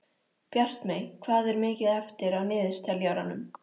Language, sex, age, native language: Icelandic, female, 13, Icelandic